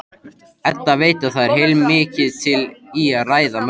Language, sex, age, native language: Icelandic, male, 13, Icelandic